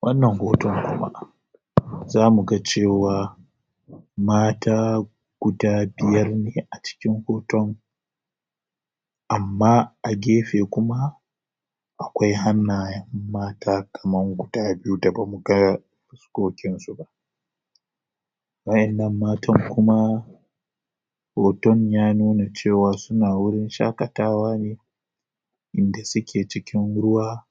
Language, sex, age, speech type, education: Hausa, male, 30-45, spontaneous, tertiary